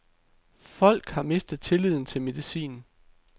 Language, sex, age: Danish, male, 33